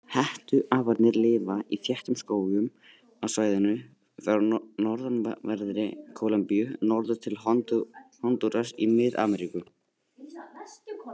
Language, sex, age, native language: Icelandic, male, 18-19, Icelandic